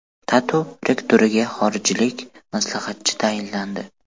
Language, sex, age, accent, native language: Uzbek, male, 12-17, Toshkent viloyati, Uzbek